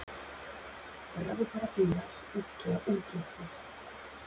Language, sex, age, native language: Icelandic, female, 40-49, Icelandic